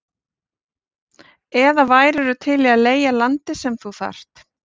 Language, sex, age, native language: Icelandic, female, 40-49, Icelandic